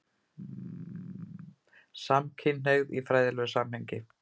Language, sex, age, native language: Icelandic, female, 50-59, Icelandic